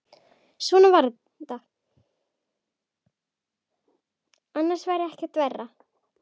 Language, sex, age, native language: Icelandic, female, 10, Icelandic